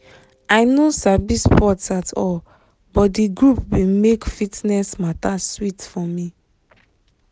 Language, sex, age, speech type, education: Nigerian Pidgin, female, 15-29, spontaneous, tertiary